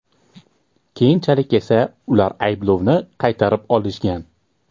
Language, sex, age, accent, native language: Uzbek, male, 18-24, Toshkent shahri, Uzbek